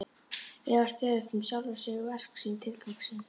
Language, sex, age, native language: Icelandic, female, 11, Icelandic